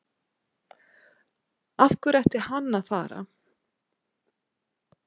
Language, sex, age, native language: Icelandic, female, 60-69, Icelandic